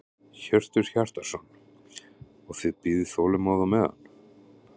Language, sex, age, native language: Icelandic, male, 30-39, Icelandic